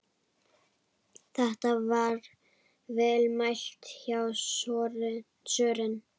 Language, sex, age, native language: Icelandic, female, 11, Icelandic